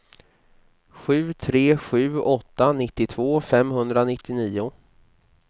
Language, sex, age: Swedish, male, 29